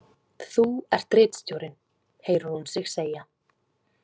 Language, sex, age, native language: Icelandic, female, 20-29, Icelandic